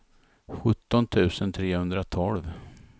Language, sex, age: Swedish, male, 51